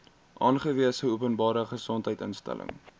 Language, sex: Afrikaans, male